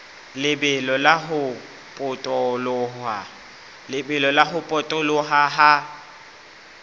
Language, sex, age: Southern Sotho, male, 18